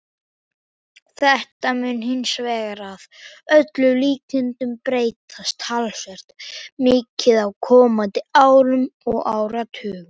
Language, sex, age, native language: Icelandic, male, 18-19, Icelandic